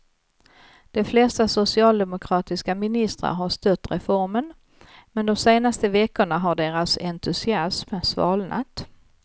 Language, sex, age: Swedish, female, 55